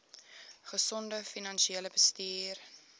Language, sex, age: Afrikaans, female, 18